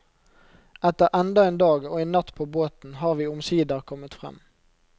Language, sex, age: Norwegian, male, 29